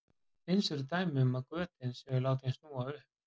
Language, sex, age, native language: Icelandic, male, 40-49, Icelandic